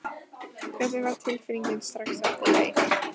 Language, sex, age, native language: Icelandic, female, 14, Icelandic